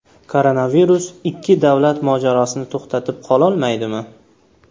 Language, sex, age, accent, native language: Uzbek, male, 18-24, Farg'ona, Uzbek